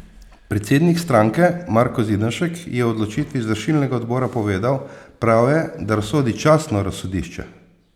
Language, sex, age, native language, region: Slovenian, male, 50-59, Slovenian, Posavska region